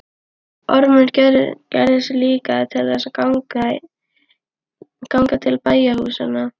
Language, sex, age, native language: Icelandic, female, 12, Icelandic